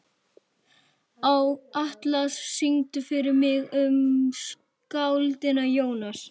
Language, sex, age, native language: Icelandic, male, 11, Icelandic